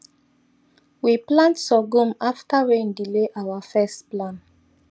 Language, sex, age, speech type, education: Nigerian Pidgin, female, 30-45, spontaneous, tertiary